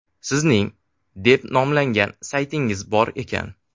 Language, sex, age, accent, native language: Uzbek, male, 18-24, Sirdaryo, Uzbek